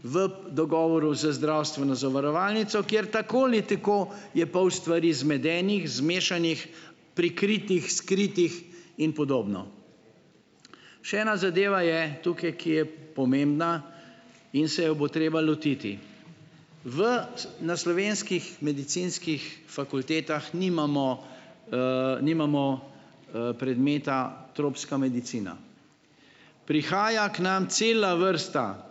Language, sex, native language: Slovenian, male, Slovenian